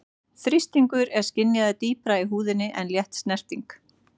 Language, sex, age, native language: Icelandic, female, 40-49, Icelandic